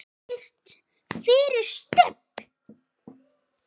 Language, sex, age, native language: Icelandic, female, 10, Icelandic